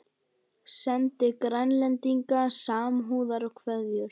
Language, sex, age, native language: Icelandic, male, 18-19, Icelandic